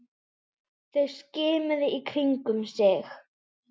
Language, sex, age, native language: Icelandic, female, 10, Icelandic